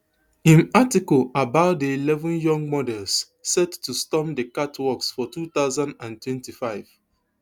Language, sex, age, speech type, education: Nigerian Pidgin, male, 30-45, spontaneous, tertiary